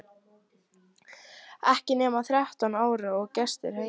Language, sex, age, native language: Icelandic, female, 12, Icelandic